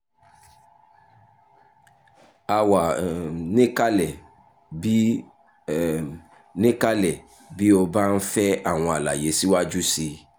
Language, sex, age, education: Yoruba, male, 30-45, tertiary